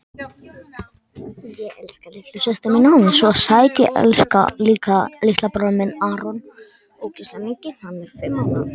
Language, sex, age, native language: Icelandic, other, 60-69, Icelandic